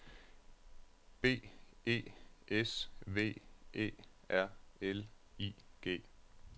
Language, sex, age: Danish, male, 36